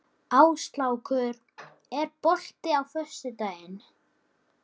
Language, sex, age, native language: Icelandic, male, 11, Icelandic